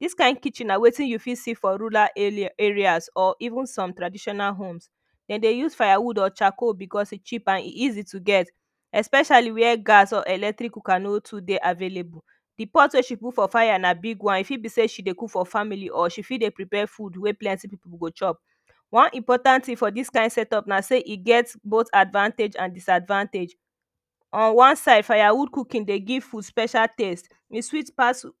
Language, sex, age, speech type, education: Nigerian Pidgin, female, 15-29, spontaneous, tertiary